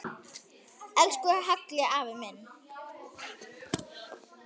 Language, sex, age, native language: Icelandic, male, 10, Icelandic